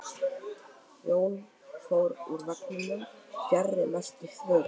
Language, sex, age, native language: Icelandic, male, 12, Icelandic